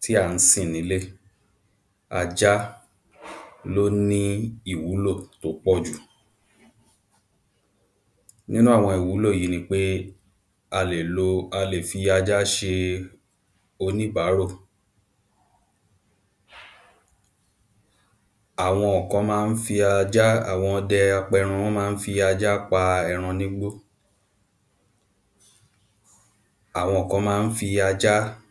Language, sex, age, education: Yoruba, male, 15-29, primary